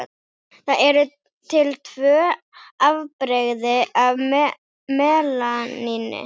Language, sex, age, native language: Icelandic, female, 18-19, Icelandic